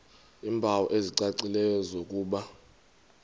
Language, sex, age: Xhosa, male, 32